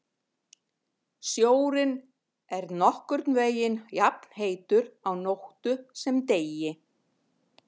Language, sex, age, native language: Icelandic, female, 50-59, Icelandic